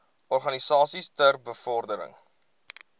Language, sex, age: Afrikaans, male, 20